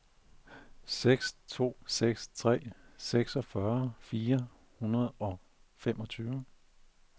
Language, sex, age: Danish, male, 41